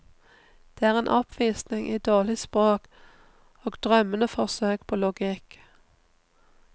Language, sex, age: Norwegian, female, 39